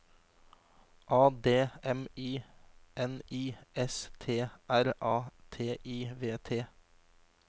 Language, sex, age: Norwegian, male, 26